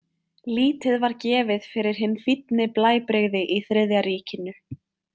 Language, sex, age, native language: Icelandic, female, 20-29, Icelandic